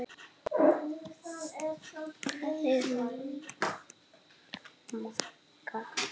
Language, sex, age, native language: Icelandic, female, 6, Icelandic